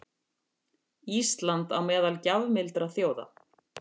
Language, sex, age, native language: Icelandic, female, 50-59, Icelandic